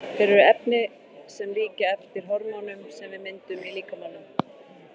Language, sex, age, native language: Icelandic, female, 40-49, Icelandic